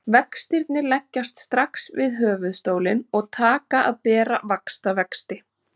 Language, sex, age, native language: Icelandic, female, 30-39, Icelandic